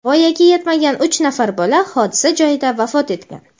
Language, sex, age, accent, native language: Uzbek, female, 18-24, Jizzax, Uzbek